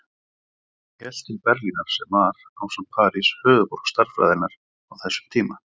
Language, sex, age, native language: Icelandic, male, 40-49, Icelandic